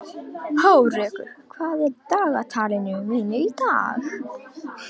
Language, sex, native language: Icelandic, female, Icelandic